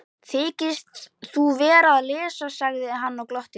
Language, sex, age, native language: Icelandic, male, 11, Icelandic